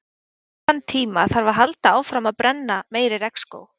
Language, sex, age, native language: Icelandic, female, 20-29, Icelandic